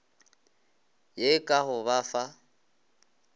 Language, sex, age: Northern Sotho, male, 20